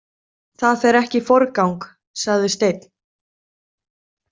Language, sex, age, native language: Icelandic, female, 30-39, Icelandic